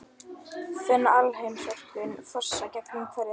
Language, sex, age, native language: Icelandic, female, 12, Icelandic